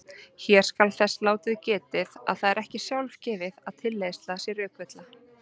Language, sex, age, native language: Icelandic, female, 30-39, Icelandic